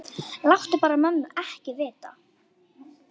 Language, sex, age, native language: Icelandic, female, 9, Icelandic